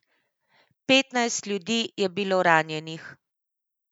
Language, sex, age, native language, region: Slovenian, female, 50-59, Slovenian, Central Slovenia